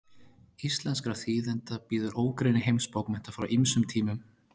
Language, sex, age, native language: Icelandic, male, 30-39, Icelandic